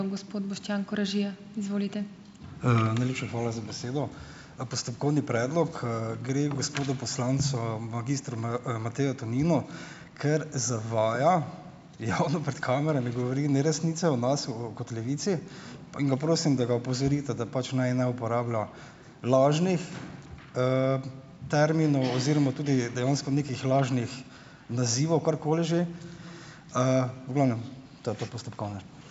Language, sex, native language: Slovenian, male, Slovenian